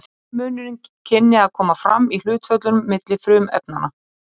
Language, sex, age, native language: Icelandic, male, 30-39, Icelandic